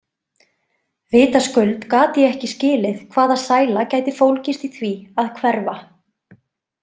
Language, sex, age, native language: Icelandic, female, 20-29, Icelandic